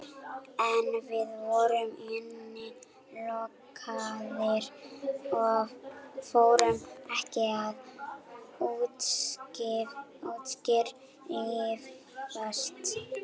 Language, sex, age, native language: Icelandic, female, 11, Icelandic